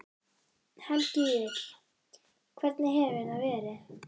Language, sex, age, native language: Icelandic, female, 12, Icelandic